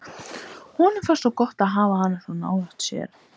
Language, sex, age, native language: Icelandic, female, 13, Icelandic